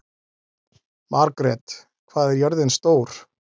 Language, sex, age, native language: Icelandic, male, 40-49, Icelandic